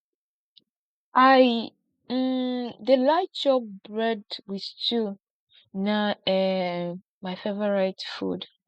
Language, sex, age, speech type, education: Nigerian Pidgin, female, 15-29, spontaneous, tertiary